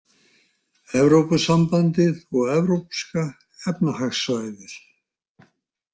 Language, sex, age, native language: Icelandic, male, 60-69, Icelandic